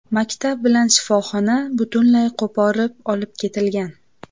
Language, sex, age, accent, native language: Uzbek, female, 18-24, Namangan, Uzbek